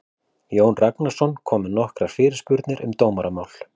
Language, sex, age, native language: Icelandic, male, 40-49, Icelandic